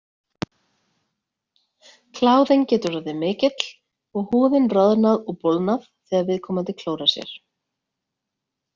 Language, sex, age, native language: Icelandic, female, 30-39, Icelandic